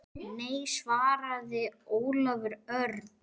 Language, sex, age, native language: Icelandic, male, 10, Icelandic